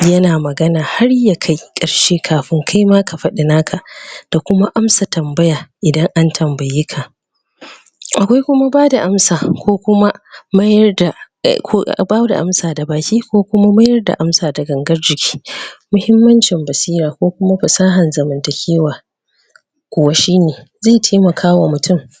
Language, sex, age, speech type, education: Hausa, female, 30-45, spontaneous, tertiary